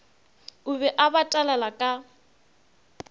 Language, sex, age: Northern Sotho, female, 22